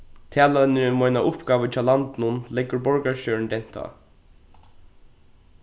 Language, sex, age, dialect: Faroese, male, 15-35, Norðuroyggjar